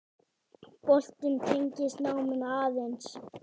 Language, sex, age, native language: Icelandic, male, 10, Icelandic